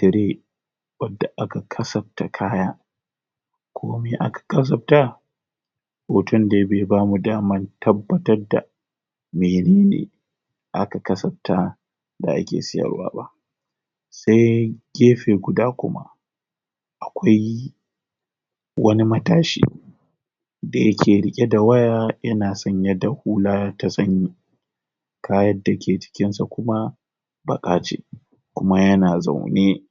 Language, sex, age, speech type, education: Hausa, male, 30-45, spontaneous, tertiary